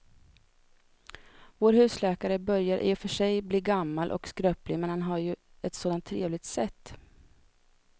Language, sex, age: Swedish, female, 32